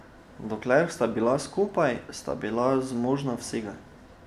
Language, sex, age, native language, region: Slovenian, male, 12-17, Slovenian, Drava region